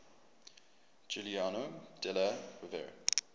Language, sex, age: English, male, 24